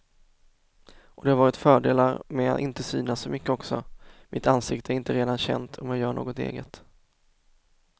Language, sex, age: Swedish, male, 24